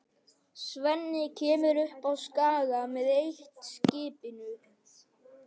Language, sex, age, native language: Icelandic, male, 11, Icelandic